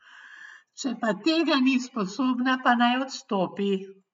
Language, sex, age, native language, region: Slovenian, female, 60+, Slovenian, Gorenjska region